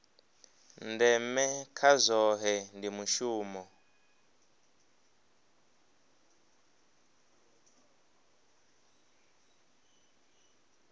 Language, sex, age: Venda, male, 23